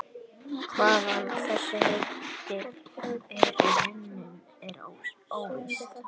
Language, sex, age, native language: Icelandic, male, 18-19, Icelandic